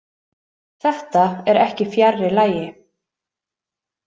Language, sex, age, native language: Icelandic, female, 30-39, Icelandic